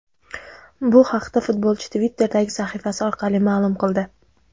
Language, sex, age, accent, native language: Uzbek, female, 19-29, Jizzax, Uzbek